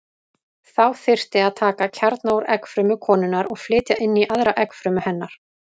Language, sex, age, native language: Icelandic, female, 30-39, Icelandic